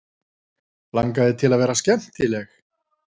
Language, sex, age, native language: Icelandic, female, 40-49, Icelandic